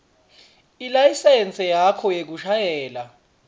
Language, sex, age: Swati, male, 26